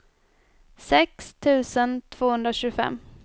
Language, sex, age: Swedish, female, 24